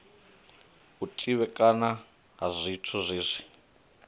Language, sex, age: Venda, male, 25